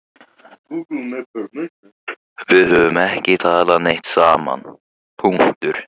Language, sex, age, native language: Icelandic, male, 15, Icelandic